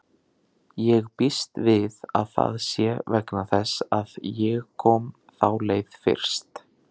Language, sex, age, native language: Icelandic, male, 30-39, Icelandic